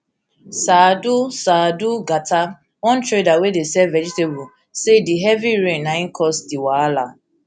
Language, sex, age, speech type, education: Nigerian Pidgin, female, 15-29, spontaneous, tertiary